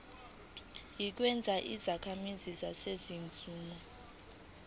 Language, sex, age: Zulu, female, 19